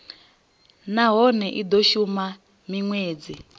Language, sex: Venda, female